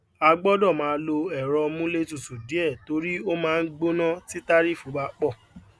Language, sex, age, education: Yoruba, male, 15-29, tertiary